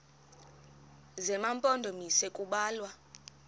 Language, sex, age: Xhosa, female, 23